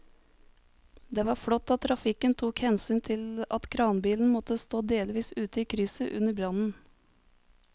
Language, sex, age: Norwegian, female, 30